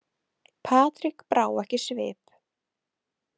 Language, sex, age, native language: Icelandic, female, 18-19, Icelandic